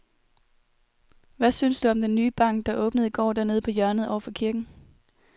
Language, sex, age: Danish, female, 21